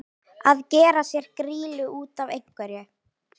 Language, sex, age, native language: Icelandic, female, 18-19, Icelandic